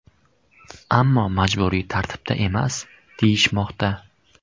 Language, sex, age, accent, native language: Uzbek, male, 12-17, Surxondaryo, Uzbek